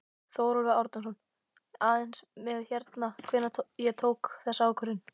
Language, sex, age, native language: Icelandic, male, 12, Icelandic